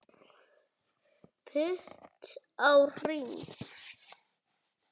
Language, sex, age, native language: Icelandic, male, 7, Icelandic